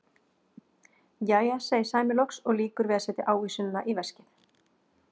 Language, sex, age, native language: Icelandic, female, 40-49, Icelandic